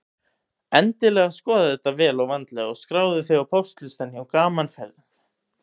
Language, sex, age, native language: Icelandic, male, 18-19, Icelandic